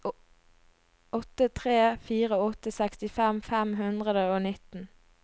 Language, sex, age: Norwegian, female, 22